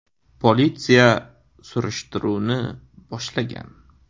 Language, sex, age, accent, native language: Uzbek, male, 18-24, Qashqadaryo, Uzbek